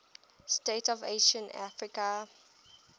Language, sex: English, female